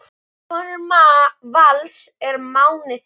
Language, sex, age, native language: Icelandic, male, 10, Icelandic